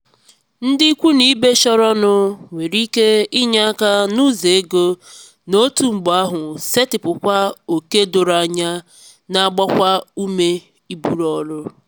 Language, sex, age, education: Igbo, female, 15-29, tertiary